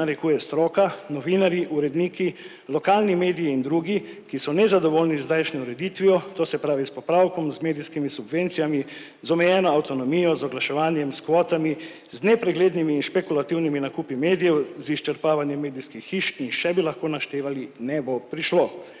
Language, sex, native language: Slovenian, male, Slovenian